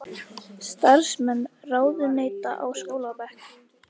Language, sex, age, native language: Icelandic, female, 18-19, Icelandic